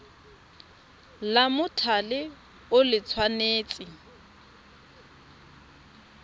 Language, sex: Tswana, female